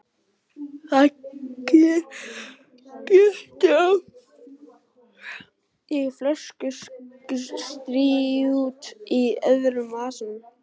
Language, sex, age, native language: Icelandic, male, 12, Icelandic